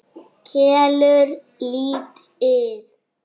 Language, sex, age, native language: Icelandic, male, 6, Icelandic